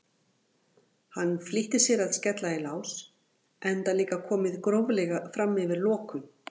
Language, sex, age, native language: Icelandic, female, 40-49, Icelandic